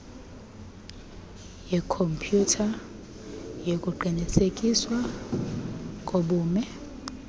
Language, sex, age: Xhosa, female, 23